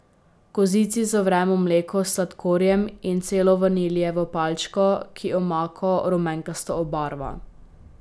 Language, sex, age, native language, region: Slovenian, female, 18-29, Slovenian, Drava region